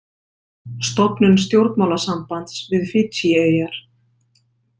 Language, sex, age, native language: Icelandic, female, 50-59, Icelandic